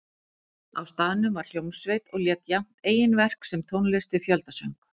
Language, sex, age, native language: Icelandic, female, 40-49, Icelandic